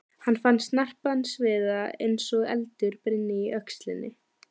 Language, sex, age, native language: Icelandic, female, 12, Icelandic